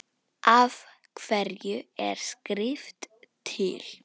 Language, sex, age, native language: Icelandic, female, 10, Icelandic